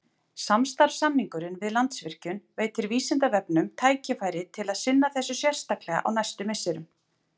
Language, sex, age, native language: Icelandic, female, 40-49, Icelandic